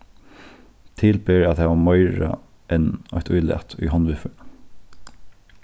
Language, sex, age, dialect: Faroese, male, 15-35, Norðurstreymoy/Eysturoy